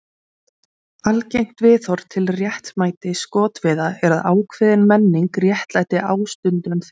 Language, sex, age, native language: Icelandic, female, 20-29, Icelandic